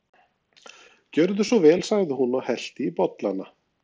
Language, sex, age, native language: Icelandic, male, 40-49, Norwegian